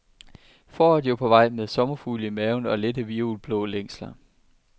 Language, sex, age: Danish, male, 23